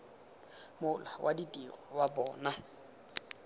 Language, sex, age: Tswana, male, 20